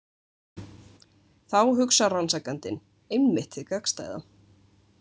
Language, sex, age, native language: Icelandic, female, 20-29, Icelandic